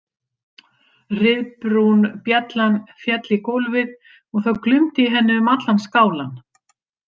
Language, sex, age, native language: Icelandic, female, 50-59, Icelandic